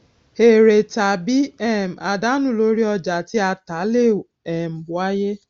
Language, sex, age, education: Yoruba, female, 46-60, tertiary